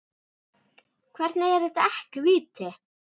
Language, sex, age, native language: Icelandic, female, 10, Icelandic